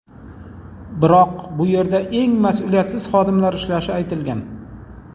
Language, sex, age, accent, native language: Uzbek, male, 40-49, Jizzax, Uzbek